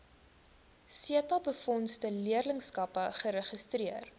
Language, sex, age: Afrikaans, female, 19